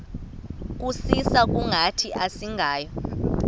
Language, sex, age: Xhosa, female, 24